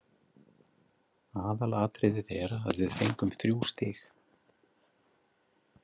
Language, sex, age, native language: Icelandic, male, 30-39, Icelandic